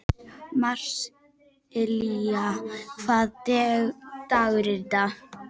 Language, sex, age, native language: Icelandic, female, 11, Icelandic